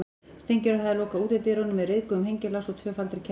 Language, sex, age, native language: Icelandic, female, 14, Icelandic